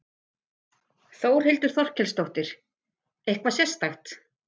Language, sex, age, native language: Icelandic, female, 50-59, Icelandic